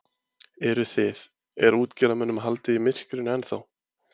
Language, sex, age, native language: Icelandic, male, 20-29, Icelandic